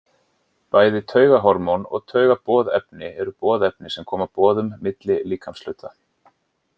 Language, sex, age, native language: Icelandic, male, 40-49, Icelandic